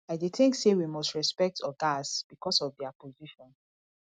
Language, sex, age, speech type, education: Nigerian Pidgin, female, 30-45, spontaneous, tertiary